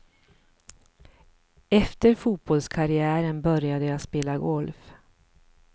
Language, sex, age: Swedish, female, 54